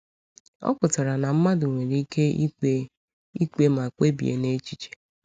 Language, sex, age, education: Igbo, female, 15-29, secondary